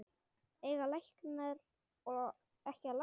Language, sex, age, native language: Icelandic, male, 8, Icelandic